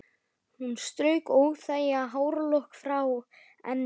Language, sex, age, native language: Icelandic, male, 12, Icelandic